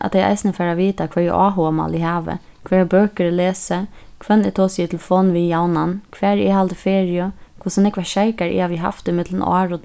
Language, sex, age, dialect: Faroese, female, 15-35, Suðurstreymoy